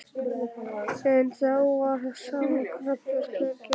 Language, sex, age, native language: Icelandic, male, 11, Icelandic